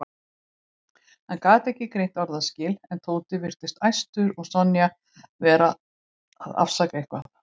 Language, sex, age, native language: Icelandic, female, 18-19, Icelandic